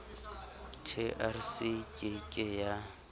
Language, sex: Southern Sotho, male